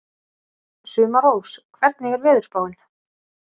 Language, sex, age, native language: Icelandic, female, 30-39, Icelandic